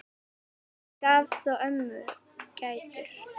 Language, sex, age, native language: Icelandic, female, 10, Icelandic